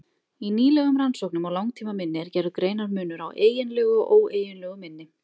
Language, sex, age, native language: Icelandic, female, 20-29, Icelandic